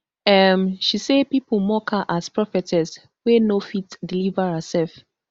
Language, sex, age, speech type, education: Nigerian Pidgin, female, 15-29, spontaneous, tertiary